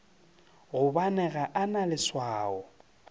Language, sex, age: Northern Sotho, male, 30